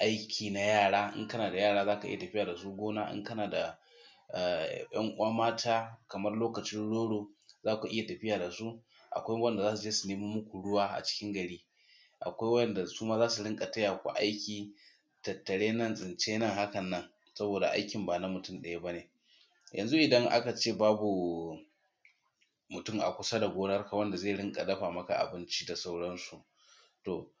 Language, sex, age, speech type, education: Hausa, male, 30-45, spontaneous, tertiary